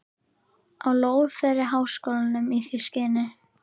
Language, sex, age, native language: Icelandic, female, 11, Icelandic